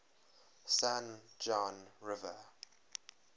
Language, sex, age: English, male, 23